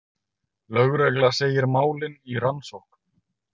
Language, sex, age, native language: Icelandic, male, 30-39, Icelandic